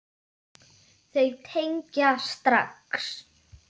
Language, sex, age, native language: Icelandic, female, 10, Icelandic